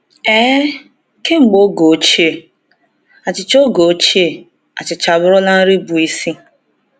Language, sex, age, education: Igbo, female, 15-29, tertiary